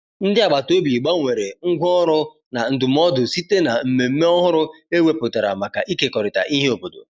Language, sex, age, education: Igbo, male, 30-45, tertiary